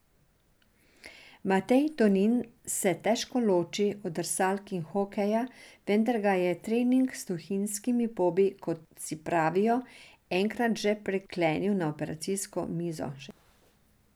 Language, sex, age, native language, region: Slovenian, female, 60+, Serbian, Drava region